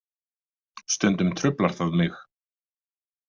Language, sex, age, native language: Icelandic, male, 50-59, Icelandic